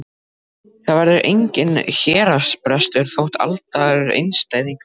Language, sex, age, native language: Icelandic, male, 12, Icelandic